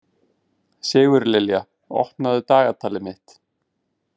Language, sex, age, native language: Icelandic, male, 20-29, Icelandic